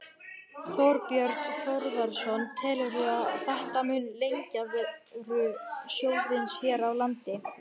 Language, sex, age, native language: Icelandic, male, 18-19, Icelandic